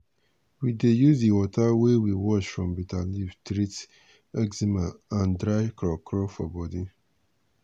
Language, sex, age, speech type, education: Nigerian Pidgin, male, 30-45, spontaneous, tertiary